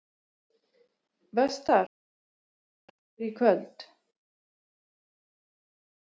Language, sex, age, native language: Icelandic, female, 40-49, Icelandic